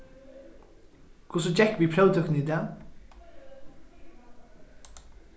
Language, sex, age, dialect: Faroese, male, 15-35, Norðurstreymoy/Eysturoy